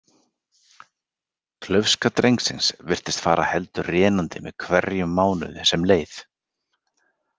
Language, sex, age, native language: Icelandic, male, 40-49, Icelandic